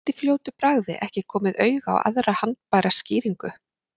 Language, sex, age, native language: Icelandic, female, 40-49, Icelandic